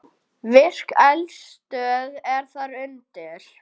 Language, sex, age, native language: Icelandic, male, 10, Icelandic